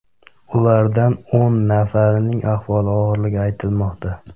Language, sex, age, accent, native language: Uzbek, male, 25-34, Jizzax, Uzbek